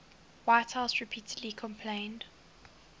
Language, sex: English, female